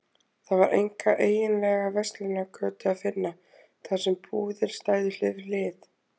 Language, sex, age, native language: Icelandic, female, 20-29, Icelandic